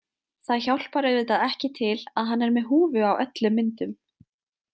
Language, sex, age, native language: Icelandic, female, 20-29, Icelandic